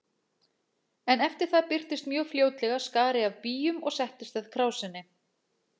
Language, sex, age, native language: Icelandic, female, 40-49, Icelandic